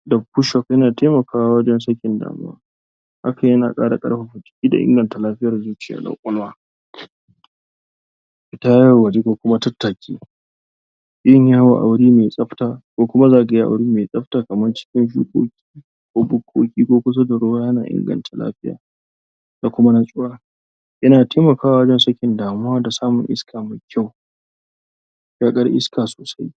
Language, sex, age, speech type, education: Hausa, male, 15-29, spontaneous, tertiary